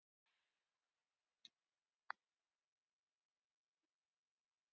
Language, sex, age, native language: Icelandic, female, 30-39, Icelandic